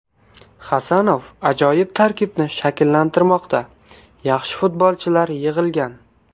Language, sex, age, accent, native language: Uzbek, male, 19-29, Qashqadaryo, Uzbek